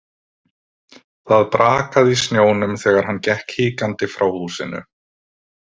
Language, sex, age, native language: Icelandic, male, 20-29, Icelandic